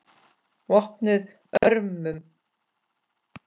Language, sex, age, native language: Icelandic, female, 10, Icelandic